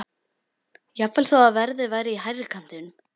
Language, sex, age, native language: Icelandic, female, 12, Icelandic